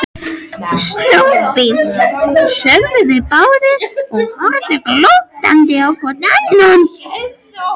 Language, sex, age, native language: Icelandic, other, 13, Icelandic